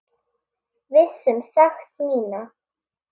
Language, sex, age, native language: Icelandic, female, 8, Icelandic